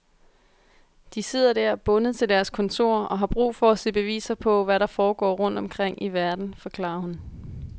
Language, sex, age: Danish, female, 22